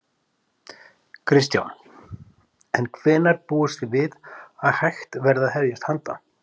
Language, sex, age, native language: Icelandic, male, 50-59, Icelandic